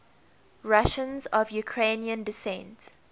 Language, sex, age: English, female, 21